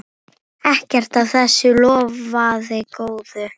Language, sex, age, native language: Icelandic, female, 9, Icelandic